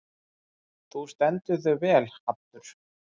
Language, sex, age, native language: Icelandic, male, 30-39, Icelandic